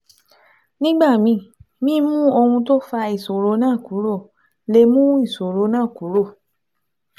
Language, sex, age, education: Yoruba, female, 15-29, tertiary